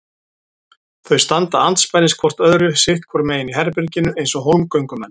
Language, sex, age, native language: Icelandic, male, 40-49, Icelandic